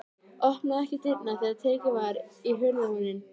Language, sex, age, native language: Icelandic, female, 13, Icelandic